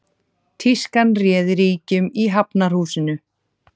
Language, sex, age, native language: Icelandic, female, 30-39, Icelandic